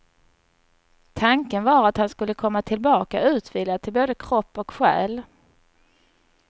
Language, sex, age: Swedish, female, 39